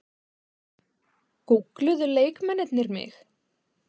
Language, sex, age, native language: Icelandic, female, 20-29, Icelandic